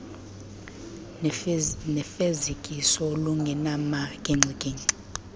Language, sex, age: Xhosa, female, 23